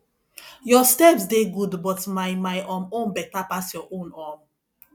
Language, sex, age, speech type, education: Nigerian Pidgin, female, 30-45, spontaneous, tertiary